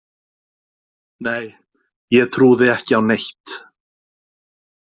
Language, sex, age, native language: Icelandic, male, 40-49, Icelandic